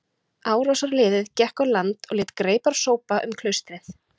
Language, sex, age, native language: Icelandic, female, 30-39, Icelandic